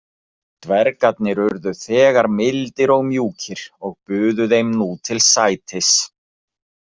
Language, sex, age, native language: Icelandic, male, 40-49, Icelandic